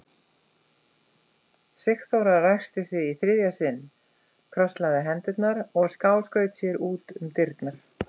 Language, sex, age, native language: Icelandic, female, 50-59, Icelandic